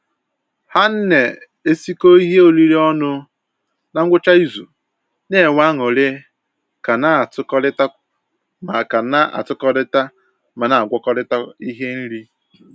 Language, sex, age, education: Igbo, male, 15-29, tertiary